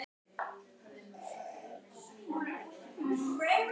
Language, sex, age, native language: Icelandic, female, 18-19, Icelandic